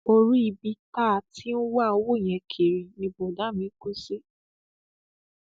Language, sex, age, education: Yoruba, female, 15-29, tertiary